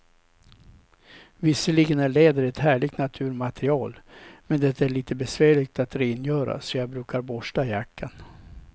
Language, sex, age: Swedish, male, 67